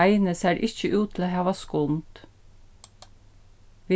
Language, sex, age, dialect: Faroese, female, 36-60, Suðurstreymoy